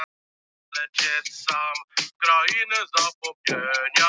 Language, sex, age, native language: Icelandic, male, 13, Polish